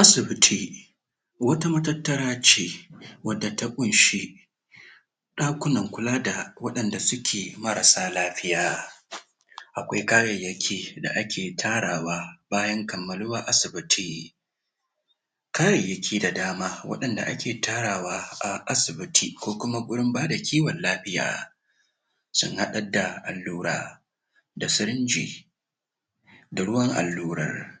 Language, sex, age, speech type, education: Hausa, male, 15-29, spontaneous, tertiary